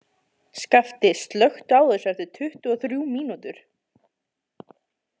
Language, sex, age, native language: Icelandic, female, 20-29, Icelandic